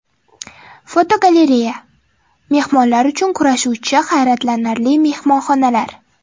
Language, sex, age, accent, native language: Uzbek, female, 12-17, Toshkent shahri, Uzbek